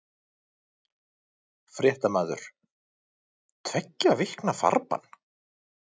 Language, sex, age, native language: Icelandic, male, 30-39, Icelandic